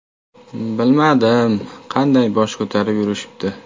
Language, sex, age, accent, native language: Uzbek, male, 18-24, Toshkent viloyati, Uzbek